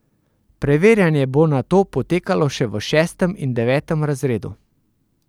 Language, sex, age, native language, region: Slovenian, male, 30-49, Slovenian, Central Slovenia